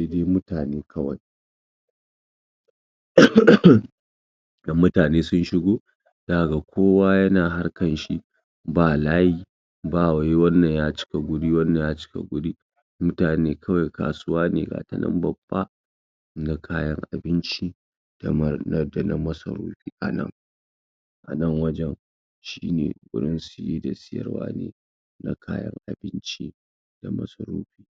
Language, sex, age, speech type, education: Hausa, female, 60+, spontaneous, secondary